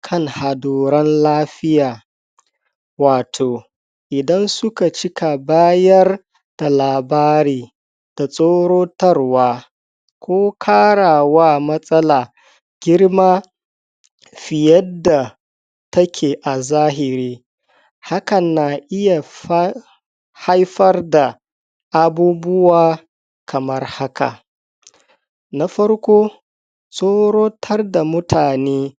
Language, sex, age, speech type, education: Hausa, male, 60+, spontaneous, tertiary